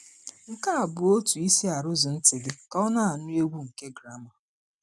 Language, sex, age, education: Igbo, female, 30-45, tertiary